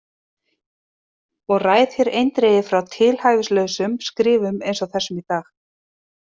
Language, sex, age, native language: Icelandic, female, 30-39, Icelandic